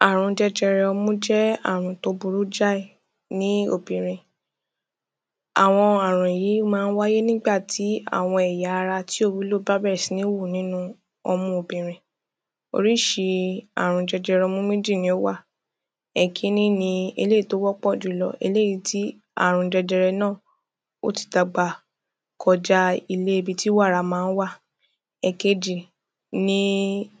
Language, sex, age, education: Yoruba, female, 15-29, tertiary